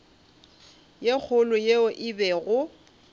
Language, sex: Northern Sotho, female